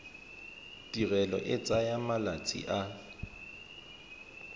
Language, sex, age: Tswana, male, 31